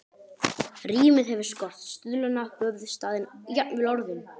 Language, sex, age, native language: Icelandic, male, 11, Icelandic